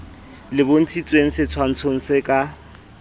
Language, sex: Southern Sotho, male